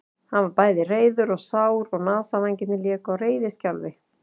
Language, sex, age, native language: Icelandic, female, 40-49, Icelandic